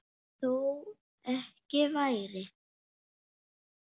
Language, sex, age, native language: Icelandic, male, 8, Icelandic